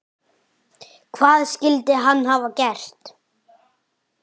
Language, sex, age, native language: Icelandic, male, 10, Icelandic